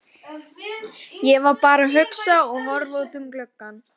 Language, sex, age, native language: Icelandic, female, 12, Icelandic